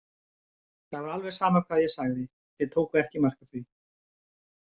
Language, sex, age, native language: Icelandic, male, 50-59, Icelandic